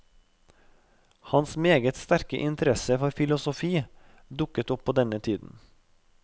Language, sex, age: Norwegian, male, 32